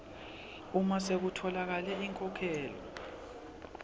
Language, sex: Swati, male